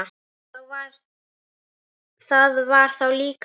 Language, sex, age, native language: Icelandic, female, 9, Icelandic